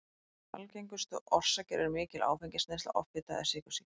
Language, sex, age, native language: Icelandic, female, 20-29, Icelandic